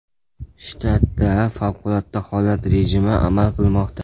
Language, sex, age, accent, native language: Uzbek, male, 12-17, Jizzax, Uzbek